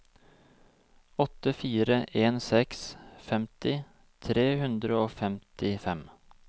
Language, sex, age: Norwegian, male, 26